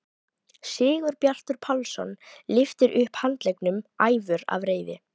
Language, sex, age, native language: Icelandic, female, 12, Icelandic